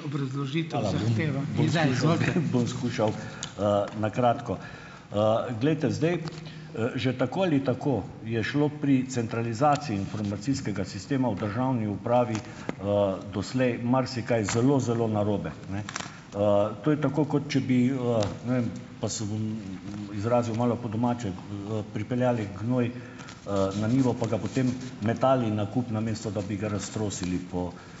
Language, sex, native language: Slovenian, male, Slovenian